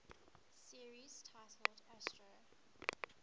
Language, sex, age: English, female, 19